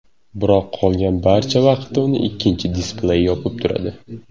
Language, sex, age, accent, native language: Uzbek, male, 18-24, Surxondaryo, Uzbek